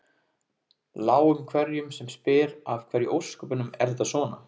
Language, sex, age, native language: Icelandic, male, 20-29, Icelandic